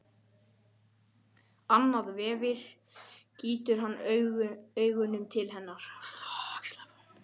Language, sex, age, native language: Icelandic, male, 12, Icelandic